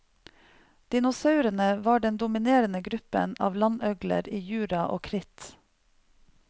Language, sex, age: Norwegian, female, 45